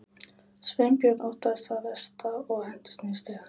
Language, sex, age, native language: Icelandic, female, 20-29, Icelandic